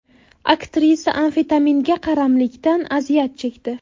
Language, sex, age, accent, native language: Uzbek, female, 18-24, Buxoro, Uzbek